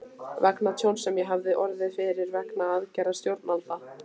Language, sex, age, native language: Icelandic, female, 15, Icelandic